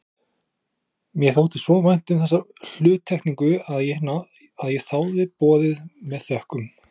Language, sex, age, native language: Icelandic, male, 20-29, Icelandic